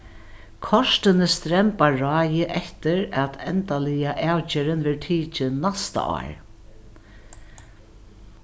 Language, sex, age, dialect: Faroese, female, 61+, Norðuroyggjar